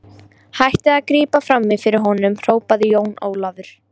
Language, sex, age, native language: Icelandic, female, 18-19, Icelandic